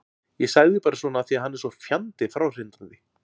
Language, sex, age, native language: Icelandic, male, 40-49, Icelandic